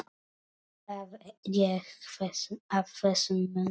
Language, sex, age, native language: Icelandic, male, 9, Polish